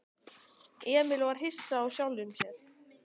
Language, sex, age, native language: Icelandic, male, 12, Icelandic